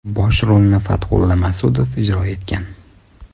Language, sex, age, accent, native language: Uzbek, male, 25-34, Toshkent shahri, Uzbek